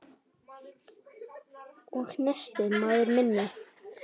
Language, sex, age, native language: Icelandic, female, 10, Icelandic